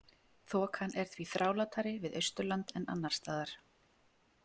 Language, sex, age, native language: Icelandic, female, 40-49, Icelandic